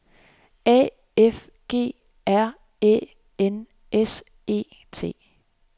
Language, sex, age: Danish, female, 26